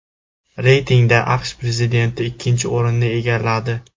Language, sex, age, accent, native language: Uzbek, male, 18-24, Jizzax, Uzbek